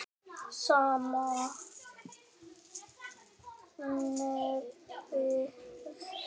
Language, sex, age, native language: Icelandic, female, 9, Icelandic